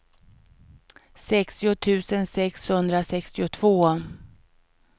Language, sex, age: Swedish, female, 49